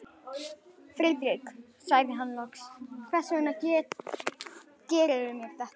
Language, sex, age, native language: Icelandic, female, 11, Icelandic